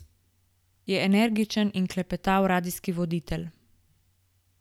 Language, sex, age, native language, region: Slovenian, female, 18-29, Slovenian, Gorica region